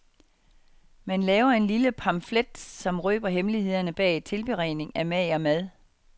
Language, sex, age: Danish, female, 49